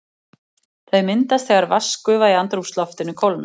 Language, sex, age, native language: Icelandic, female, 40-49, Icelandic